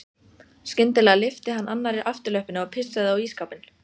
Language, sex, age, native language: Icelandic, female, 14, Icelandic